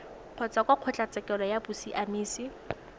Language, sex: Tswana, female